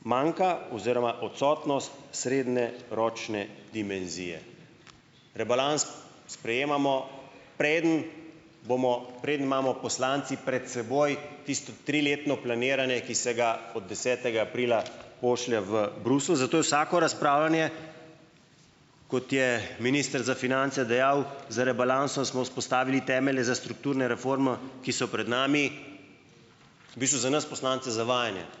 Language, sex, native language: Slovenian, male, Slovenian